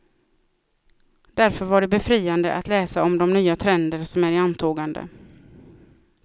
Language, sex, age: Swedish, female, 36